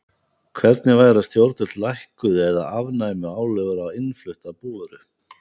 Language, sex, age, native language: Icelandic, male, 50-59, Icelandic